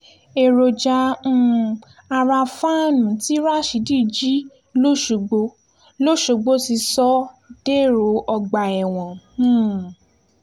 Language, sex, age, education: Yoruba, female, 15-29, tertiary